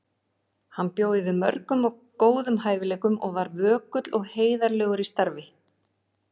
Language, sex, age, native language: Icelandic, female, 40-49, Icelandic